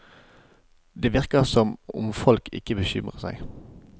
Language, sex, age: Norwegian, male, 25